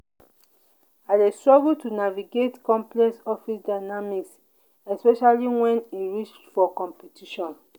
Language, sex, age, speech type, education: Nigerian Pidgin, female, 30-45, spontaneous, tertiary